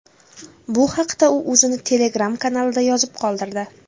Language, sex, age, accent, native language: Uzbek, female, under 19, Jizzax, Uzbek